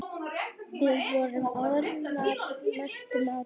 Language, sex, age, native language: Icelandic, female, 10, Icelandic